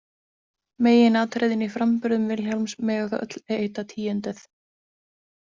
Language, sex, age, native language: Icelandic, female, 20-29, Icelandic